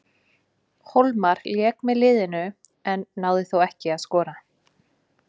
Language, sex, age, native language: Icelandic, female, 20-29, Icelandic